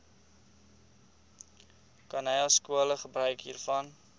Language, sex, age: Afrikaans, male, 20